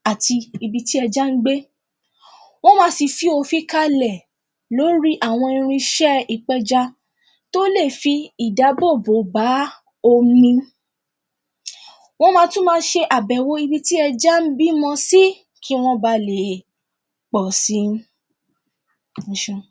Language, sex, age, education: Yoruba, female, 15-29, tertiary